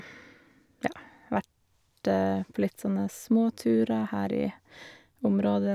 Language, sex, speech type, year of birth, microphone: Norwegian, female, spontaneous, 1978, Shure